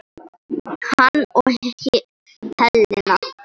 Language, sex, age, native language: Icelandic, female, 9, Icelandic